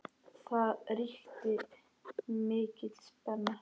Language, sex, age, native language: Icelandic, male, 10, Icelandic